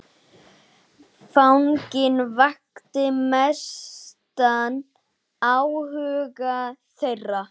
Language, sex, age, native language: Icelandic, male, 9, Icelandic